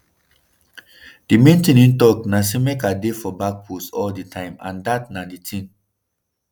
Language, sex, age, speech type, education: Nigerian Pidgin, female, 30-45, spontaneous, tertiary